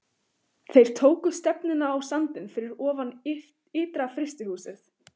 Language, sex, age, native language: Icelandic, female, 15, Icelandic